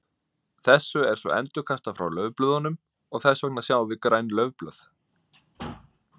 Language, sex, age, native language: Icelandic, male, 30-39, Icelandic